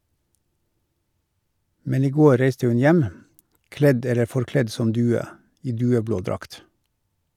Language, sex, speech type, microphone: Norwegian, male, read, Shure